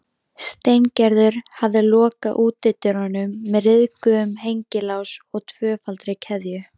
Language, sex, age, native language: Icelandic, female, 13, Icelandic